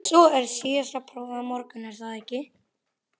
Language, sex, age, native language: Icelandic, male, 11, Icelandic